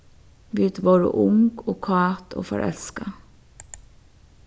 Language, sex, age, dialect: Faroese, female, 36-60, Suðurstreymoy